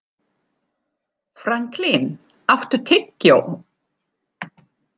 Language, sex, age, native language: Icelandic, female, 40-49, German